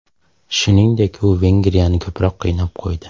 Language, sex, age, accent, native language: Uzbek, male, 25-34, Andijon, Uzbek